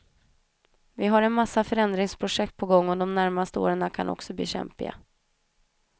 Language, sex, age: Swedish, female, 31